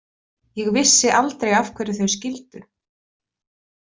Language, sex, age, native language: Icelandic, female, 20-29, Icelandic